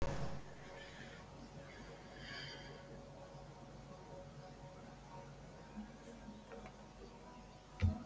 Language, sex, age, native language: Icelandic, female, 60-69, Icelandic